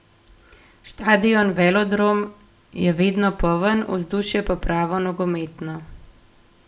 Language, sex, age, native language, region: Slovenian, female, 18-29, Slovenian, Gorenjska region